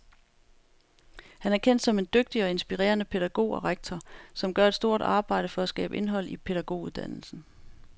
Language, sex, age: Danish, female, 35